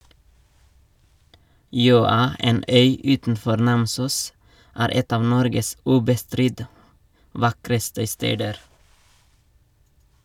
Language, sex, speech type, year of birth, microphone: Norwegian, male, read, 1989, Shure